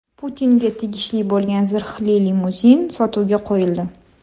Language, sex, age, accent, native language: Uzbek, female, 25-34, Toshkent shahri, Uzbek